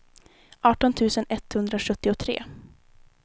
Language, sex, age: Swedish, female, 19